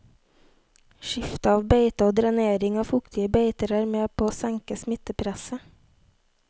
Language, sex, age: Norwegian, female, 18